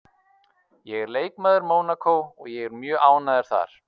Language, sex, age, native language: Icelandic, male, 30-39, Icelandic